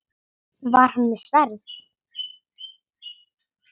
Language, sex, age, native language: Icelandic, female, 10, Icelandic